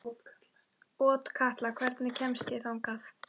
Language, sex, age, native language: Icelandic, female, 12, Icelandic